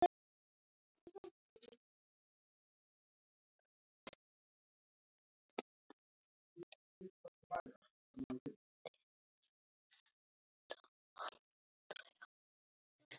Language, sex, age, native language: Icelandic, female, 9, Icelandic